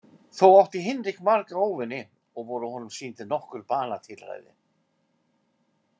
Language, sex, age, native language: Icelandic, male, 50-59, Icelandic